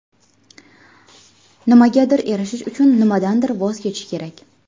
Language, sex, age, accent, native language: Uzbek, female, 18-24, Andijon, Uzbek